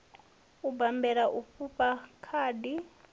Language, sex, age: Venda, female, 25